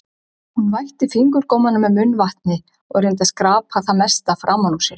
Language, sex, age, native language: Icelandic, female, 50-59, Icelandic